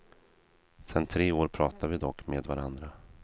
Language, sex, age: Swedish, male, 32